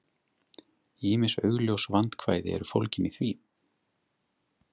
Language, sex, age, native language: Icelandic, male, 30-39, Icelandic